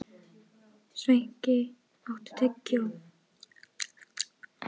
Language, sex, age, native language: Icelandic, female, 18-19, Icelandic